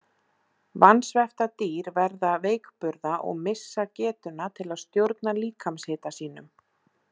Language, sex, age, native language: Icelandic, female, 20-29, Icelandic